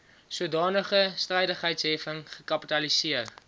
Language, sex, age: Afrikaans, male, 19